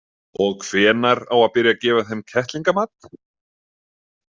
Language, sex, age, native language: Icelandic, male, 30-39, Icelandic